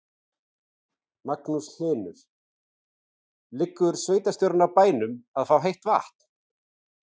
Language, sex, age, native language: Icelandic, male, 40-49, Icelandic